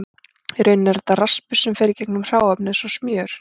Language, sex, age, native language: Icelandic, female, 40-49, Icelandic